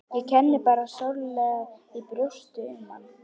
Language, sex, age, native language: Icelandic, female, 11, Icelandic